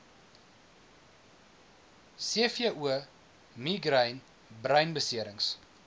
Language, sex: Afrikaans, male